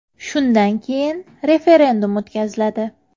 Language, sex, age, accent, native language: Uzbek, female, 19-29, Samarqand, Uzbek